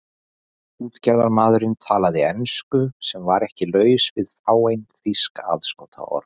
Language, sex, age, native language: Icelandic, male, 40-49, Icelandic